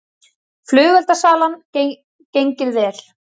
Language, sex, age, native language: Icelandic, female, 30-39, Icelandic